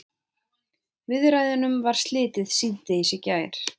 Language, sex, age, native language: Icelandic, female, 20-29, Icelandic